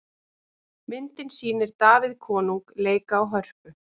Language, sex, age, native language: Icelandic, female, 30-39, Icelandic